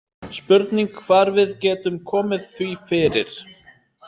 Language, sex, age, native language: Icelandic, male, 30-39, Icelandic